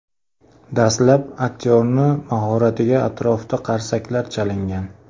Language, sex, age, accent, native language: Uzbek, male, 25-34, Andijon, Uzbek